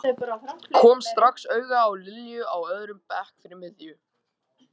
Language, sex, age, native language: Icelandic, male, 14, Icelandic